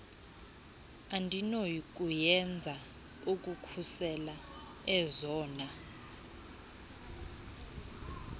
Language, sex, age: Xhosa, female, 20